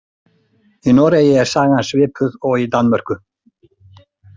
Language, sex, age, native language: Icelandic, male, 60-69, Icelandic